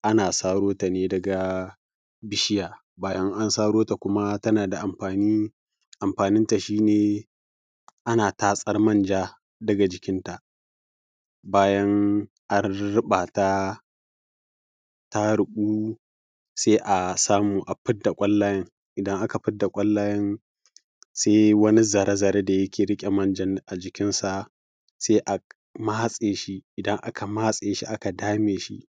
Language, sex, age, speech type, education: Hausa, male, 15-29, spontaneous, primary